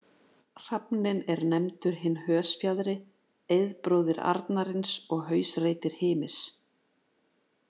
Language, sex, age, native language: Icelandic, female, 40-49, Icelandic